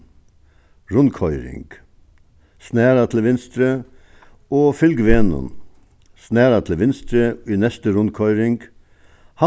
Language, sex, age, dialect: Faroese, male, 61+, Suðuroy